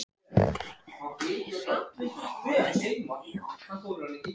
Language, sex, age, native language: Icelandic, male, 14, Icelandic